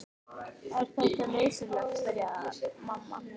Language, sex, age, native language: Icelandic, female, 13, Icelandic